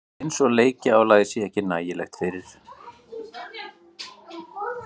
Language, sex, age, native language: Icelandic, male, 30-39, Icelandic